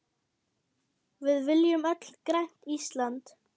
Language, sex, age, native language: Icelandic, female, 8, German